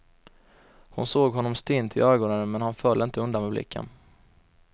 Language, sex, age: Swedish, male, 21